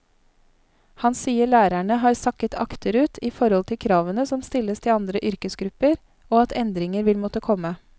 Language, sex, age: Norwegian, female, 31